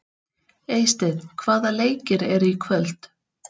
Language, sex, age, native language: Icelandic, female, 30-39, Icelandic